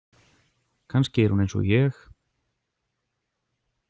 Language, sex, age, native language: Icelandic, male, 40-49, Icelandic